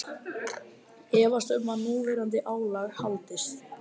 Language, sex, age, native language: Icelandic, female, 30-39, Icelandic